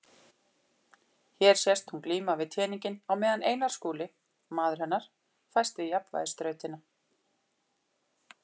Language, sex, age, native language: Icelandic, female, 40-49, Icelandic